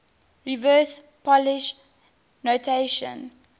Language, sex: English, female